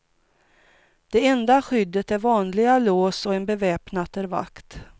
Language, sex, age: Swedish, female, 42